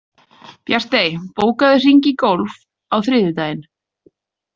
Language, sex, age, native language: Icelandic, female, 30-39, Icelandic